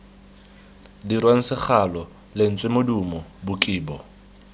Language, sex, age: Tswana, male, 20